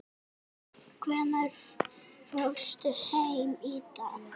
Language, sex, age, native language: Icelandic, female, 6, Icelandic